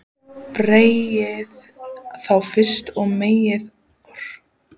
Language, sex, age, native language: Icelandic, female, 14, Icelandic